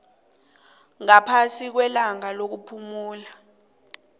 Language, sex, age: South Ndebele, female, 26